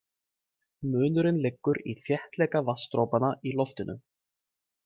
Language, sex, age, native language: Icelandic, male, 20-29, Icelandic